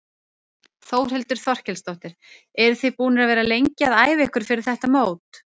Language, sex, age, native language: Icelandic, female, 30-39, Icelandic